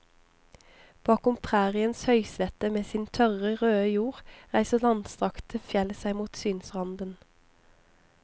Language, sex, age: Norwegian, female, 25